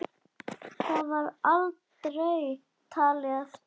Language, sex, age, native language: Icelandic, other, 10, Icelandic